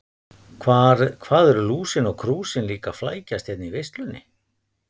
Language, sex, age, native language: Icelandic, male, 50-59, Icelandic